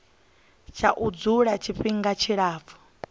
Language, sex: Venda, female